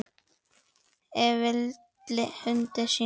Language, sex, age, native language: Icelandic, male, 10, Icelandic